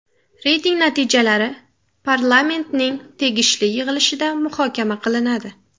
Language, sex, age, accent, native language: Uzbek, female, 18-24, Samarqand, Uzbek